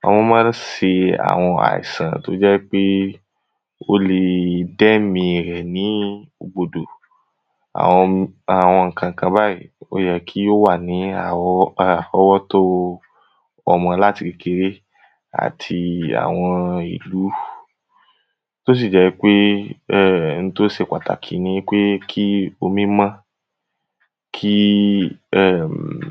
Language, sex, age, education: Yoruba, male, 15-29, tertiary